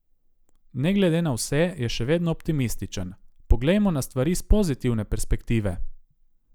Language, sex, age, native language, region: Slovenian, male, 18-29, Slovenian, Gorica region